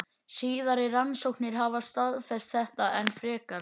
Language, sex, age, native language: Icelandic, male, 11, Icelandic